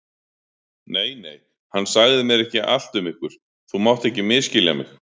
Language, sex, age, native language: Icelandic, male, 40-49, Icelandic